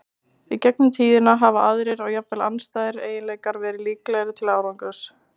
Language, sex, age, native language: Icelandic, male, 20-29, Icelandic